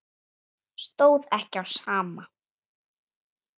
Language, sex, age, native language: Icelandic, female, 8, Icelandic